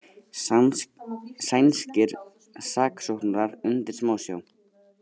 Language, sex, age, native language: Icelandic, male, 80-89, Icelandic